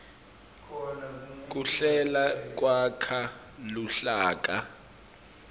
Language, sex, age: Swati, male, 24